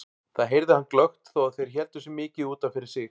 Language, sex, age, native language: Icelandic, male, 40-49, Icelandic